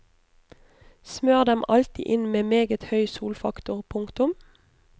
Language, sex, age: Norwegian, female, 29